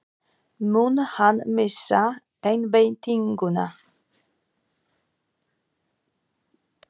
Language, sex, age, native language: Icelandic, female, 40-49, Polish